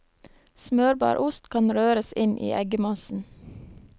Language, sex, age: Norwegian, female, 23